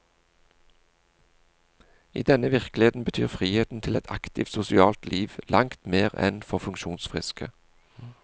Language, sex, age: Norwegian, male, 40